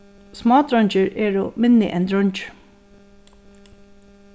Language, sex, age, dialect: Faroese, female, 36-60, Suðurstreymoy